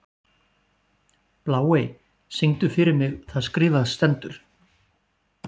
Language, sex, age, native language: Icelandic, male, 40-49, Icelandic